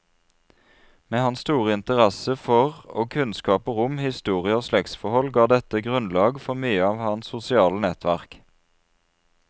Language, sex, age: Norwegian, male, 33